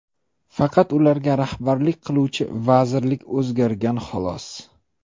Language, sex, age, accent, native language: Uzbek, male, 25-34, Toshkent shahri, Uzbek